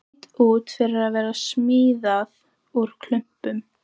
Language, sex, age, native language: Icelandic, female, 14, Icelandic